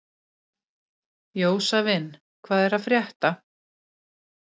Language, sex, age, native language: Icelandic, female, 60-69, Icelandic